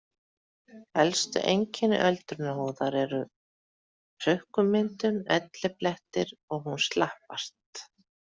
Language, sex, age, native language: Icelandic, female, 40-49, Icelandic